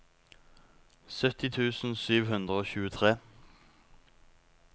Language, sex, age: Norwegian, male, 19